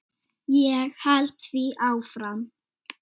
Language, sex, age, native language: Icelandic, female, 7, Icelandic